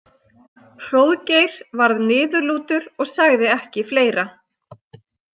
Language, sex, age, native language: Icelandic, female, 30-39, Icelandic